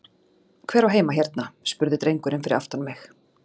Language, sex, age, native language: Icelandic, female, 40-49, Icelandic